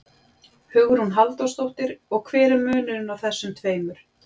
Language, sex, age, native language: Icelandic, female, 40-49, Icelandic